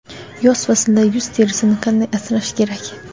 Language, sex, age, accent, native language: Uzbek, female, under 19, Xorazm, Uzbek